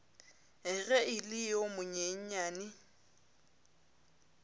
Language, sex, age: Northern Sotho, female, 22